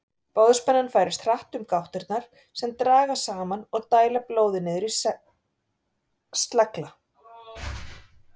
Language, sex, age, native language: Icelandic, female, 40-49, Icelandic